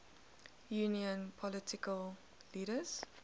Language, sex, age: English, female, 19